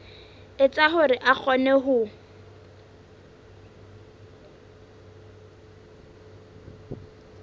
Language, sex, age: Southern Sotho, female, 20